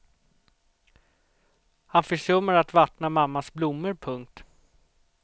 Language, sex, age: Swedish, male, 38